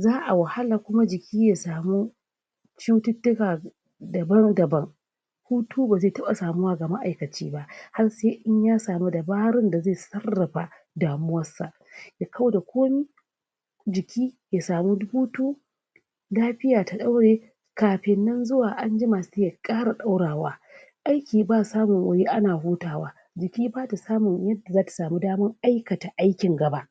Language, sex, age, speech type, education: Hausa, female, 30-45, spontaneous, tertiary